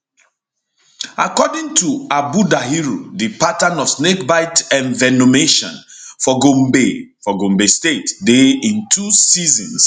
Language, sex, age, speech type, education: Nigerian Pidgin, male, 30-45, spontaneous, tertiary